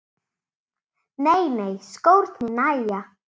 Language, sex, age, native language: Icelandic, female, 7, Icelandic